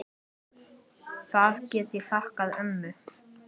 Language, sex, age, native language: Icelandic, male, 10, Icelandic